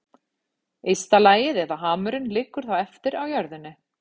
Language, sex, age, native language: Icelandic, female, 50-59, Icelandic